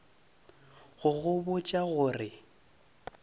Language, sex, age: Northern Sotho, male, 30